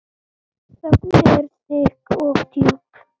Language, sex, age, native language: Icelandic, male, 10, Icelandic